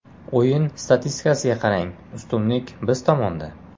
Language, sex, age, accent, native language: Uzbek, male, 18-24, Jizzax, Uzbek